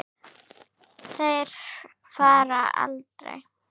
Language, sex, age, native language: Icelandic, female, 9, Icelandic